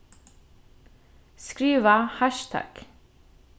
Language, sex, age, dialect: Faroese, female, 15-35, Norðurstreymoy/Eysturoy